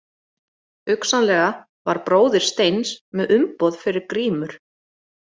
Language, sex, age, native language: Icelandic, female, 40-49, Icelandic